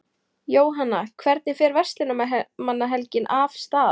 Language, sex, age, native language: Icelandic, female, 18-19, Icelandic